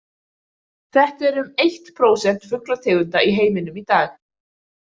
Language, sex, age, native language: Icelandic, female, 20-29, Icelandic